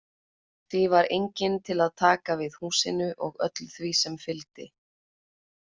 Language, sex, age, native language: Icelandic, female, 20-29, Icelandic